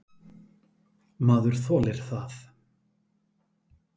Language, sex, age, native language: Icelandic, male, 40-49, Icelandic